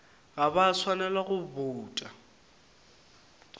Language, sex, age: Northern Sotho, male, 19